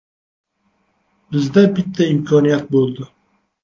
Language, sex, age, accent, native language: Uzbek, male, 25-34, Toshkent shahri, Uzbek